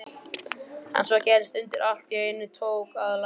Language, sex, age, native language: Icelandic, male, 12, Icelandic